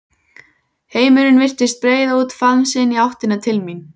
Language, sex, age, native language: Icelandic, female, 14, Icelandic